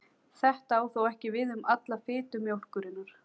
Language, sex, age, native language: Icelandic, female, 40-49, Icelandic